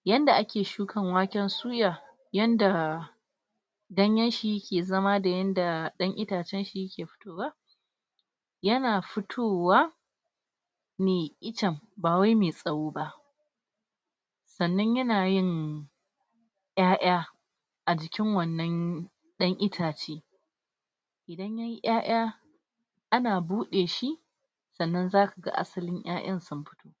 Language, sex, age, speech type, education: Hausa, female, 46-60, spontaneous, tertiary